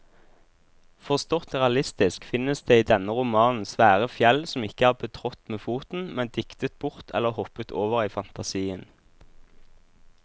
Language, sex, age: Norwegian, male, 26